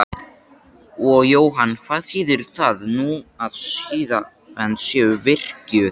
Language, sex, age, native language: Icelandic, male, 13, Icelandic